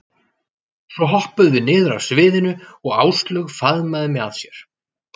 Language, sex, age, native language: Icelandic, male, 40-49, Icelandic